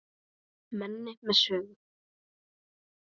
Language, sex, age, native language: Icelandic, female, 9, Icelandic